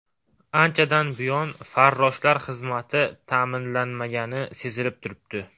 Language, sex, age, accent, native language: Uzbek, male, 18-24, Farg'ona, Uzbek